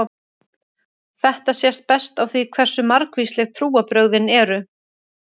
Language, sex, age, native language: Icelandic, female, 30-39, Icelandic